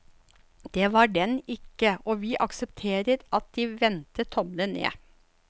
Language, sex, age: Norwegian, female, 54